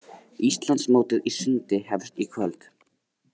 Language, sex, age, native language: Icelandic, male, 80-89, Icelandic